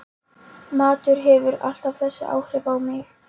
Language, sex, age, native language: Icelandic, female, 13, Polish